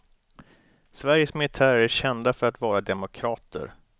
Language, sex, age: Swedish, male, 29